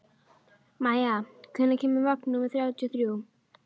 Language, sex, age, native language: Icelandic, female, 12, Icelandic